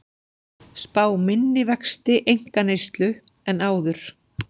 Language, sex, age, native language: Icelandic, female, 40-49, Icelandic